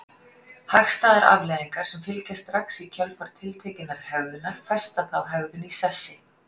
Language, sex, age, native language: Icelandic, female, 40-49, Icelandic